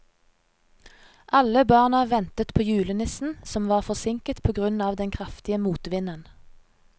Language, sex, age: Norwegian, female, 30